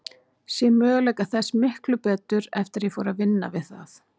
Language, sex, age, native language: Icelandic, female, 40-49, Icelandic